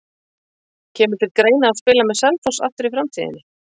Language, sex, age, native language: Icelandic, female, 50-59, Icelandic